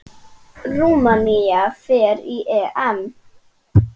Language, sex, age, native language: Icelandic, female, 10, Icelandic